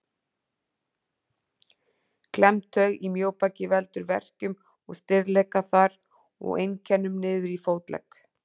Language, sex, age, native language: Icelandic, female, 40-49, Icelandic